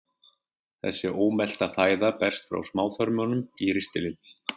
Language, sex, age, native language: Icelandic, male, 40-49, Icelandic